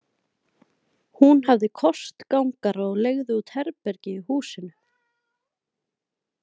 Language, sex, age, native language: Icelandic, female, 20-29, Icelandic